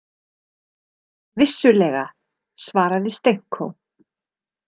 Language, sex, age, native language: Icelandic, female, 30-39, Icelandic